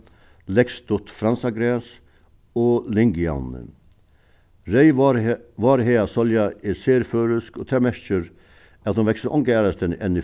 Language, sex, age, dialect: Faroese, male, 61+, Suðuroy